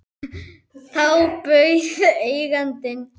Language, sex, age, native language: Icelandic, male, 10, Icelandic